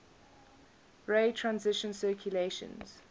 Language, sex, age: English, female, 21